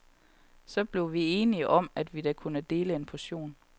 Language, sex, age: Danish, female, 31